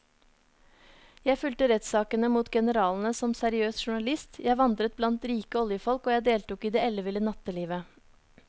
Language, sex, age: Norwegian, female, 30